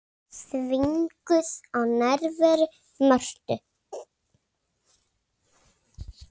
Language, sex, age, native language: Icelandic, female, 6, Icelandic